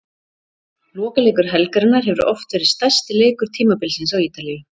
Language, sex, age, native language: Icelandic, female, 40-49, Icelandic